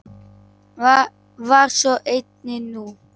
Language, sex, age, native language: Icelandic, male, 8, Icelandic